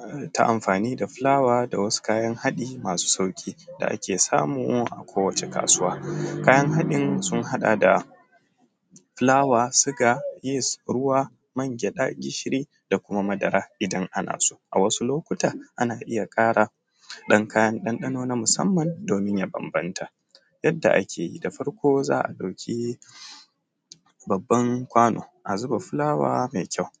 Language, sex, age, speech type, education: Hausa, male, 15-29, spontaneous, tertiary